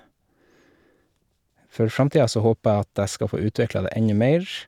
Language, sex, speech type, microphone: Norwegian, male, spontaneous, Shure